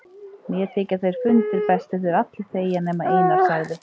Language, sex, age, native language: Icelandic, female, 30-39, Icelandic